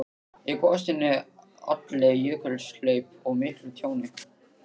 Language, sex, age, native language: Icelandic, male, 13, Icelandic